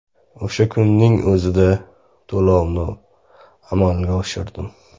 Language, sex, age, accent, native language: Uzbek, male, 25-34, Namangan, Uzbek